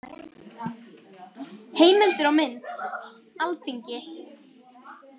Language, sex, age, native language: Icelandic, female, 18-19, Icelandic